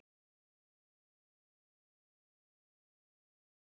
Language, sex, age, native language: Icelandic, female, 30-39, Icelandic